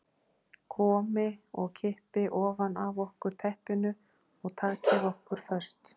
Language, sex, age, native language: Icelandic, female, 40-49, Icelandic